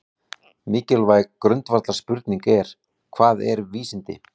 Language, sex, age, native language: Icelandic, male, 40-49, Icelandic